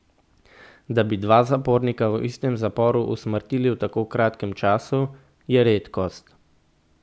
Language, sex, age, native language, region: Slovenian, male, 18-29, Slovenian, Central Slovenia